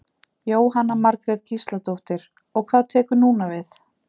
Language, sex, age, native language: Icelandic, female, 30-39, Icelandic